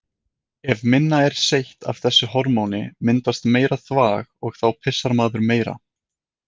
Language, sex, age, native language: Icelandic, male, 20-29, Icelandic